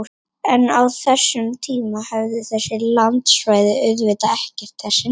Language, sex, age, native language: Icelandic, female, 18-19, Icelandic